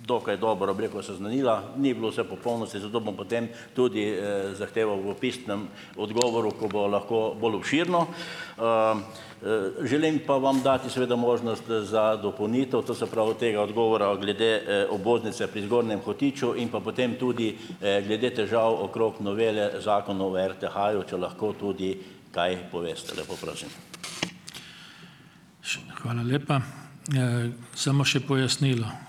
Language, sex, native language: Slovenian, male, Slovenian